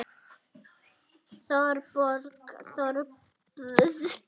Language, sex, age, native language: Icelandic, female, 40-49, Icelandic